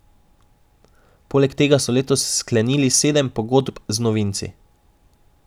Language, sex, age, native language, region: Slovenian, male, 18-29, Slovenian, Drava region